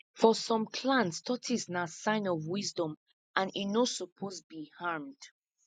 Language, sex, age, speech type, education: Nigerian Pidgin, female, 15-29, spontaneous, tertiary